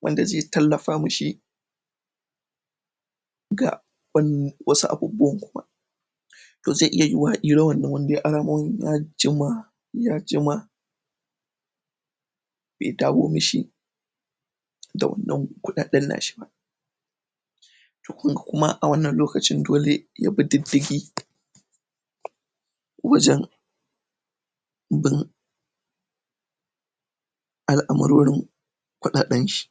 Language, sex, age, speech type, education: Hausa, male, 15-29, spontaneous, tertiary